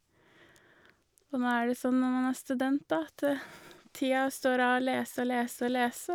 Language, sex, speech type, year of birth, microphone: Norwegian, female, spontaneous, 1983, Shure